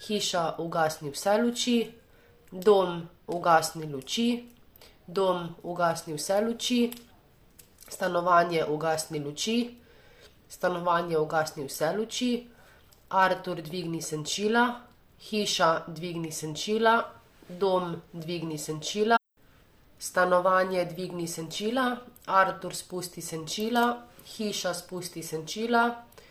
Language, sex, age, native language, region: Slovenian, female, 18-29, Slovenian, Savinja region